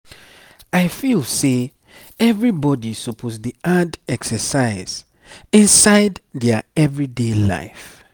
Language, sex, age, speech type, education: Nigerian Pidgin, male, 30-45, spontaneous, tertiary